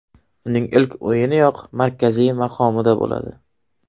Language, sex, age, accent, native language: Uzbek, male, 18-24, Qashqadaryo, Uzbek